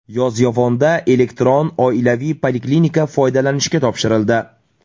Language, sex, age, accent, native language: Uzbek, male, 25-34, Namangan, Uzbek